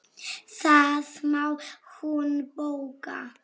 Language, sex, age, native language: Icelandic, female, 7, Polish